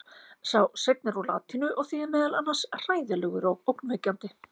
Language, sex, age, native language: Icelandic, female, 50-59, Icelandic